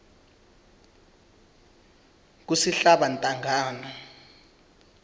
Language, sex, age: South Ndebele, male, 21